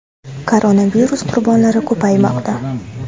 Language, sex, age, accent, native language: Uzbek, female, under 19, Toshkent viloyati, Uzbek